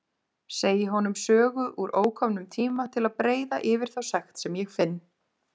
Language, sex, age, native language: Icelandic, female, 30-39, Icelandic